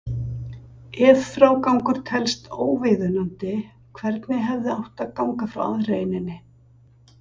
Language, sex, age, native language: Icelandic, female, 60-69, Icelandic